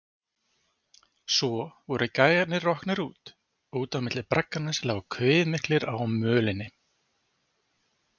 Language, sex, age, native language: Icelandic, male, 40-49, Icelandic